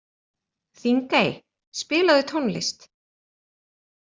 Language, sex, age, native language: Icelandic, female, 40-49, Icelandic